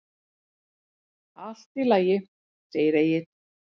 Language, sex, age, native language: Icelandic, female, 40-49, Icelandic